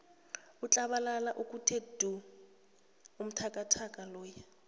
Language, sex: South Ndebele, female